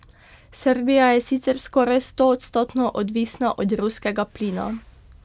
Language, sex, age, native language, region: Slovenian, female, 12-17, Slovenian, Pomurje region